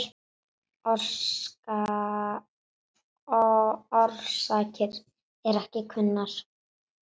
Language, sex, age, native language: Icelandic, female, 9, Icelandic